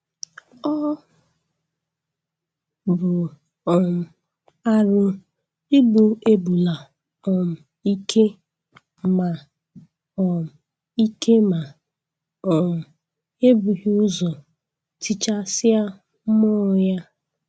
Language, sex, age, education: Igbo, female, 15-29, tertiary